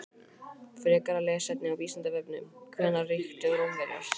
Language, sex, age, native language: Icelandic, male, 18-19, Icelandic